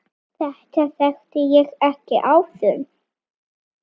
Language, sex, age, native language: Icelandic, female, 9, Icelandic